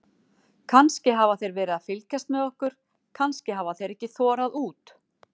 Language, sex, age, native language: Icelandic, female, 40-49, Icelandic